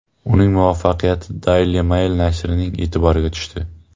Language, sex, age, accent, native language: Uzbek, male, 18-24, Jizzax, Uzbek